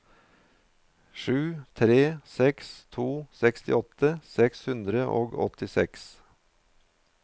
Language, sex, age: Norwegian, male, 53